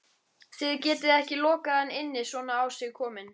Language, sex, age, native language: Icelandic, female, 13, Icelandic